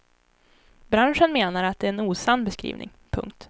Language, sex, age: Swedish, female, 18